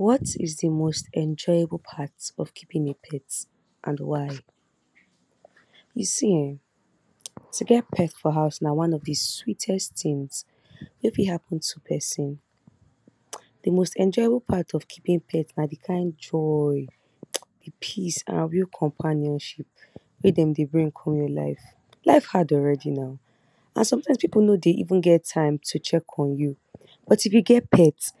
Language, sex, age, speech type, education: Nigerian Pidgin, female, 46-60, spontaneous, tertiary